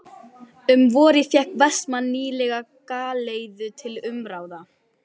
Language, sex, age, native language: Icelandic, female, 11, Icelandic